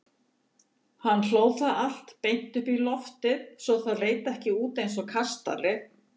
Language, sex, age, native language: Icelandic, female, 70-79, Icelandic